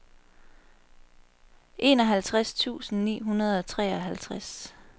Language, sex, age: Danish, female, 23